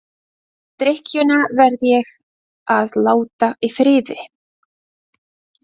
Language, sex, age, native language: Icelandic, female, 20-29, Latvian